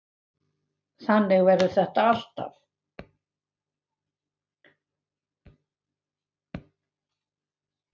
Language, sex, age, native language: Icelandic, female, 70-79, Icelandic